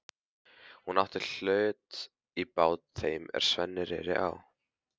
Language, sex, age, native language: Icelandic, male, 15, Icelandic